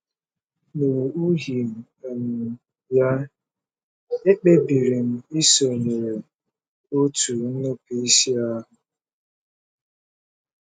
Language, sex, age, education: Igbo, male, 30-45, tertiary